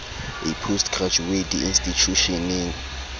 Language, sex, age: Southern Sotho, male, 20